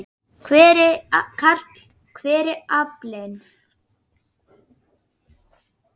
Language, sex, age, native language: Icelandic, female, 9, Icelandic